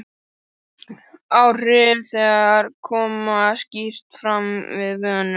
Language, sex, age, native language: Icelandic, female, 12, Icelandic